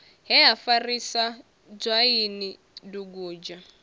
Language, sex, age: Venda, female, 21